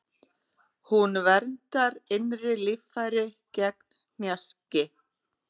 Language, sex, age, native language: Icelandic, female, 30-39, Icelandic